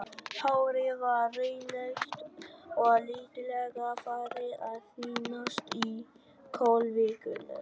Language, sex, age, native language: Icelandic, male, 11, Vietnamese